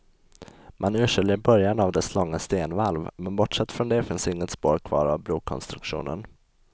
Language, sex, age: Swedish, male, 20